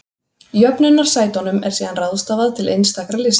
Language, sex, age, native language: Icelandic, female, 30-39, Icelandic